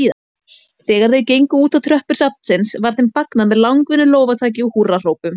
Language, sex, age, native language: Icelandic, female, 18-19, Icelandic